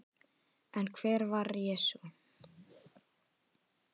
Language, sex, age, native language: Icelandic, female, 10, Icelandic